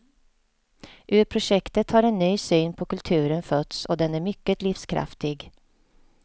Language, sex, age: Swedish, female, 48